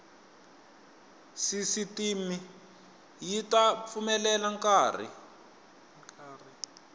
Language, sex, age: Tsonga, male, 21